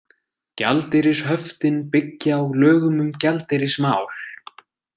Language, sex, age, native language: Icelandic, male, 20-29, Icelandic